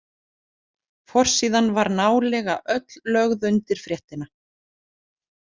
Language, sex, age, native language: Icelandic, female, 40-49, Icelandic